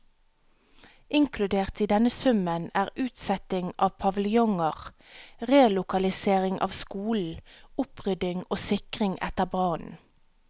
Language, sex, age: Norwegian, female, 37